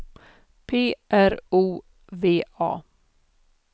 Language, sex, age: Swedish, female, 47